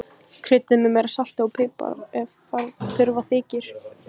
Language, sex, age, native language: Icelandic, female, 15, Icelandic